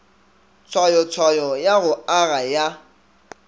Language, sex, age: Northern Sotho, male, 24